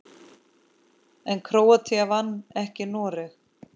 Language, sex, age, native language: Icelandic, female, 10, Icelandic